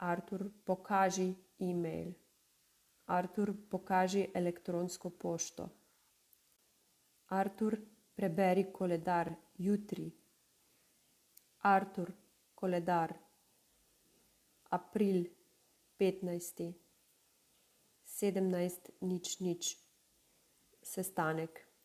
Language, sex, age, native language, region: Slovenian, female, 30-49, Slovenian, Savinja region